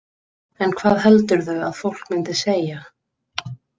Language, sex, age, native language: Icelandic, female, 20-29, Icelandic